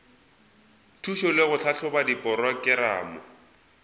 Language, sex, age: Northern Sotho, male, 20